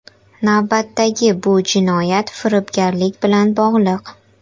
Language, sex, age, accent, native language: Uzbek, female, 12-17, Qashqadaryo, Uzbek